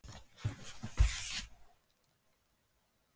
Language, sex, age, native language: Icelandic, male, 12, Icelandic